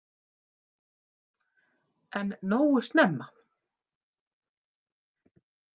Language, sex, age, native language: Icelandic, female, 50-59, Icelandic